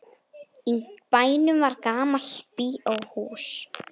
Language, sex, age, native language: Icelandic, female, 10, Icelandic